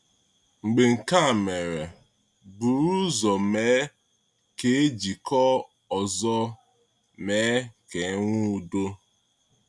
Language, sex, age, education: Igbo, male, 15-29, tertiary